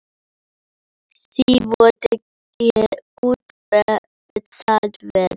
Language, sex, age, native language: Icelandic, female, 10, Icelandic